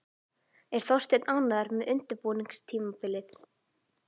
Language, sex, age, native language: Icelandic, female, 11, Icelandic